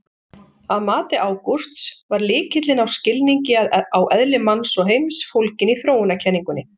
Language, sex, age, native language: Icelandic, female, 40-49, Icelandic